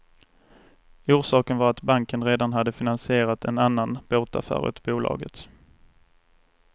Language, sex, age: Swedish, male, 24